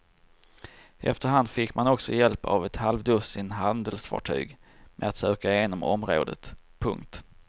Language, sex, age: Swedish, male, 34